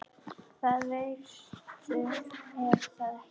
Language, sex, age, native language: Icelandic, female, 10, Icelandic